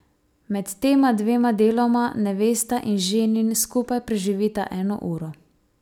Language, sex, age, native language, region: Slovenian, female, 18-29, Slovenian, Savinja region